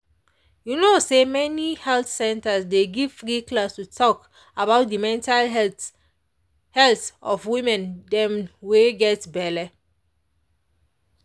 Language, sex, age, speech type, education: Nigerian Pidgin, female, 30-45, spontaneous, tertiary